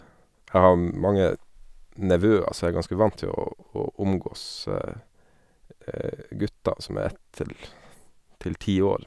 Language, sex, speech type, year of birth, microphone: Norwegian, male, spontaneous, 1979, Sennheiser